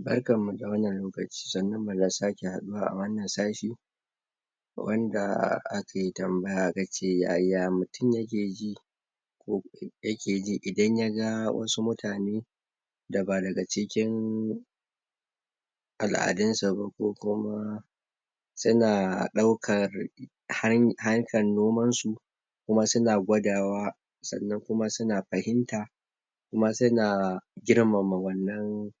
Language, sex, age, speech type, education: Hausa, male, 46-60, spontaneous, tertiary